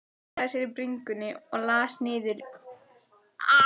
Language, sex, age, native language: Icelandic, female, 14, Icelandic